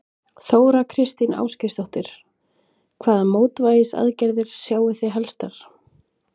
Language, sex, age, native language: Icelandic, female, 20-29, Icelandic